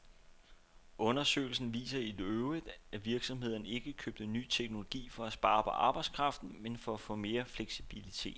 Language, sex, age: Danish, male, 29